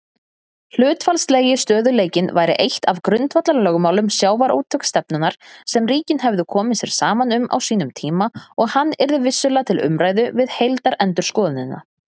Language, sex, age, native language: Icelandic, female, 30-39, Icelandic